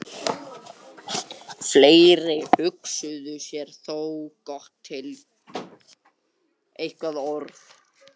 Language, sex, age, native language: Icelandic, other, 60-69, Icelandic